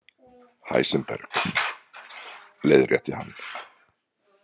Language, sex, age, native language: Icelandic, male, 40-49, Icelandic